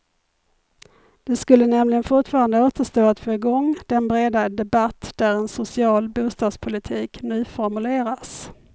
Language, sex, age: Swedish, female, 51